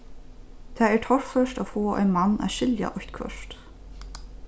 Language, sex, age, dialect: Faroese, female, 15-35, Norðurstreymoy/Eysturoy